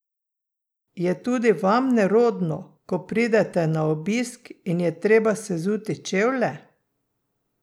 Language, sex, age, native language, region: Slovenian, female, 60+, Slovenian, Drava region